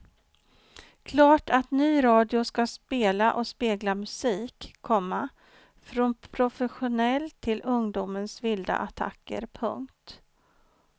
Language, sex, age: Swedish, female, 49